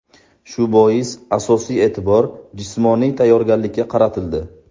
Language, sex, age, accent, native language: Uzbek, male, 18-24, Buxoro, Uzbek